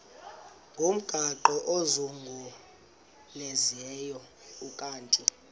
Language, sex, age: Xhosa, male, 26